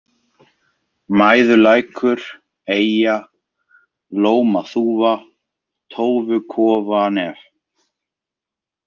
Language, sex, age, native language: Icelandic, male, 20-29, Icelandic